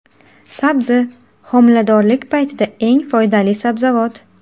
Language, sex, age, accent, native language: Uzbek, female, 18-24, Qashqadaryo, Uzbek